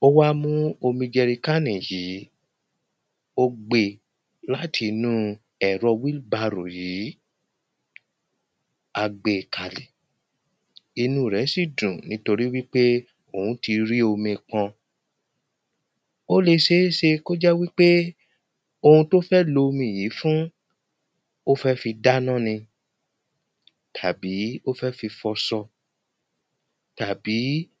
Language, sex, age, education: Yoruba, male, 30-45, primary